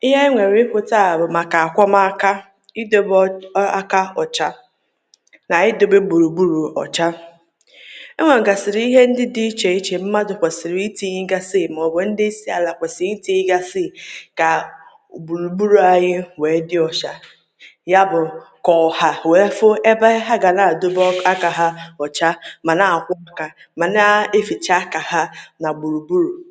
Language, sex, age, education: Igbo, female, 30-45, tertiary